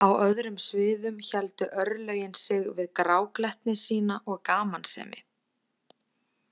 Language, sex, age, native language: Icelandic, female, 20-29, Icelandic